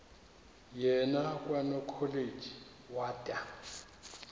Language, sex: Xhosa, male